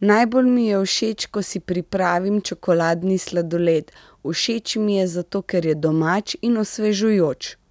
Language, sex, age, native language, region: Slovenian, female, 30-49, Slovenian, Central Slovenia